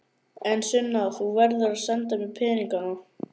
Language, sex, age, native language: Icelandic, male, 11, Icelandic